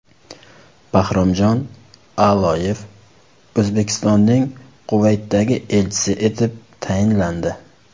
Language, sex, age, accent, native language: Uzbek, male, 19-29, Surxondaryo, Uzbek